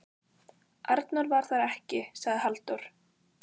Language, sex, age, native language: Icelandic, female, 15, Icelandic